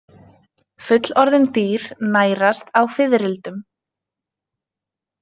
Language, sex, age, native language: Icelandic, female, 20-29, Icelandic